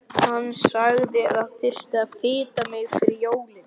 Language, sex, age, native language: Icelandic, male, 11, Icelandic